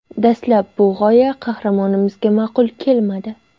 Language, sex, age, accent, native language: Uzbek, female, 19-29, Andijon, Uzbek